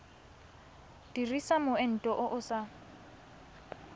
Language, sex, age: Tswana, female, 20